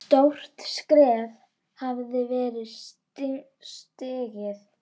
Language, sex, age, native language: Icelandic, female, 9, Icelandic